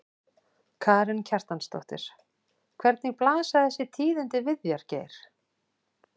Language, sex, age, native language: Icelandic, female, 40-49, Icelandic